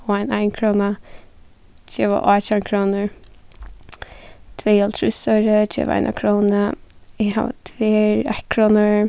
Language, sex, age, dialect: Faroese, female, 15-35, Suðuroy